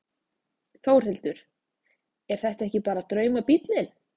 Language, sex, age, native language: Icelandic, female, 20-29, Icelandic